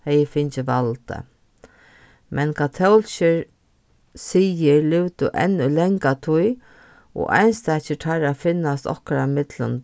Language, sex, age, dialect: Faroese, female, 36-60, Norðurstreymoy/Eysturoy